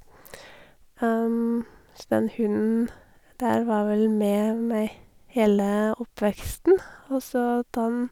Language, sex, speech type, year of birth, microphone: Norwegian, female, spontaneous, 1982, Sennheiser